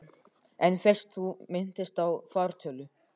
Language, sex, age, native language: Icelandic, male, 14, Icelandic